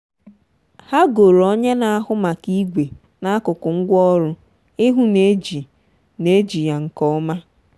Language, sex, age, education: Igbo, female, 15-29, tertiary